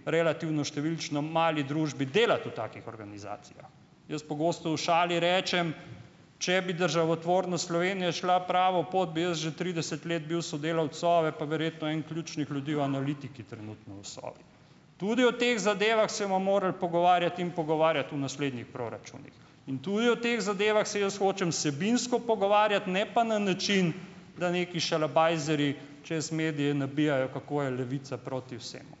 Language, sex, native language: Slovenian, male, Slovenian